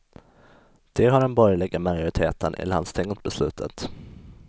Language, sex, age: Swedish, male, 20